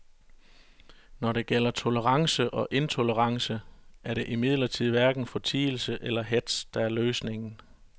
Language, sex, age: Danish, male, 41